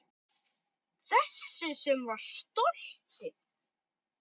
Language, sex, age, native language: Icelandic, male, 9, Icelandic